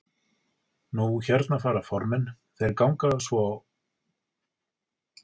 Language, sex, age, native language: Icelandic, male, 40-49, Icelandic